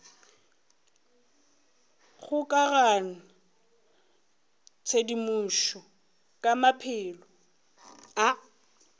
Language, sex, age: Northern Sotho, female, 21